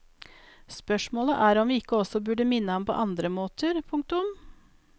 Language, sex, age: Norwegian, female, 42